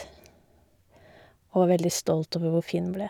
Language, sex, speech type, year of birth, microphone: Norwegian, female, spontaneous, 1972, Shure